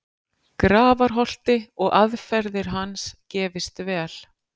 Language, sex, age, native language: Icelandic, female, 50-59, Icelandic